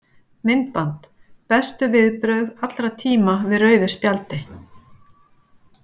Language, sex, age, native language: Icelandic, female, 50-59, Icelandic